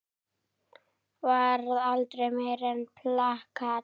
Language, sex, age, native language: Icelandic, male, 9, Icelandic